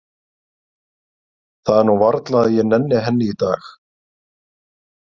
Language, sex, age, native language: Icelandic, male, 30-39, Icelandic